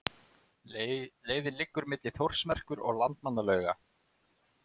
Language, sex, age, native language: Icelandic, male, 30-39, Icelandic